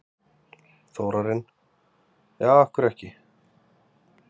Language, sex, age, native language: Icelandic, male, 30-39, Icelandic